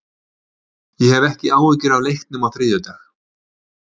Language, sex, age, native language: Icelandic, male, 40-49, Icelandic